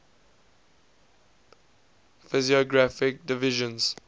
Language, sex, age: English, male, 20